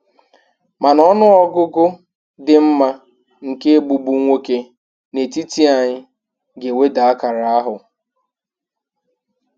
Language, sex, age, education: Igbo, male, 15-29, tertiary